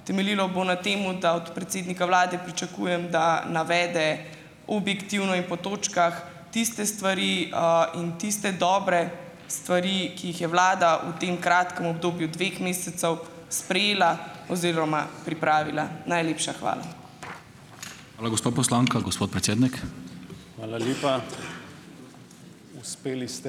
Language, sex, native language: Slovenian, female, Slovenian